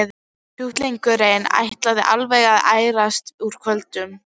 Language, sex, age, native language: Icelandic, female, 12, Icelandic